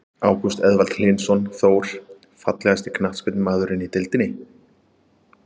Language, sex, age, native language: Icelandic, male, 30-39, Icelandic